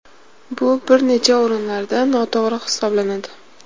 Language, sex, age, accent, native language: Uzbek, female, 18-24, Namangan, Uzbek